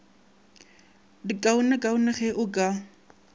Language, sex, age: Northern Sotho, male, 22